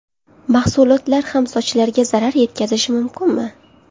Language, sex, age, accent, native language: Uzbek, female, under 19, Qashqadaryo, Uzbek